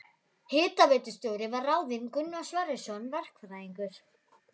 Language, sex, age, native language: Icelandic, female, 11, Icelandic